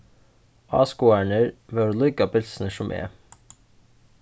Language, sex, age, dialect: Faroese, male, 15-35, Norðurstreymoy/Eysturoy